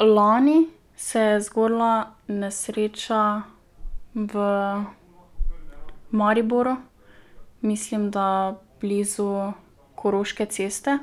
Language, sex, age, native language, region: Slovenian, female, 12-17, Slovenian, Drava region